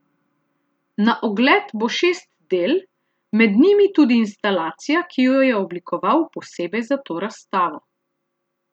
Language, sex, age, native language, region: Slovenian, female, 30-49, Slovenian, Central Slovenia